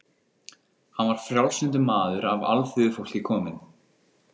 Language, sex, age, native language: Icelandic, female, 12, Icelandic